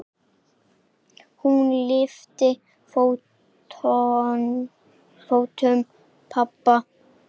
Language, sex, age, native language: Icelandic, male, 8, Icelandic